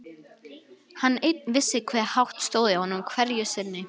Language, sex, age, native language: Icelandic, female, 11, Icelandic